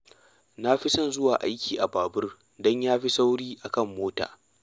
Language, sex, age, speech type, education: Hausa, male, 15-29, read, tertiary